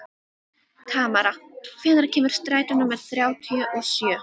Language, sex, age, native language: Icelandic, female, 12, Icelandic